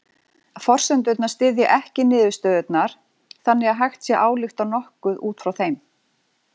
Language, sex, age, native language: Icelandic, female, 40-49, Icelandic